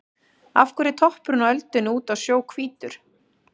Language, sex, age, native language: Icelandic, female, 40-49, Icelandic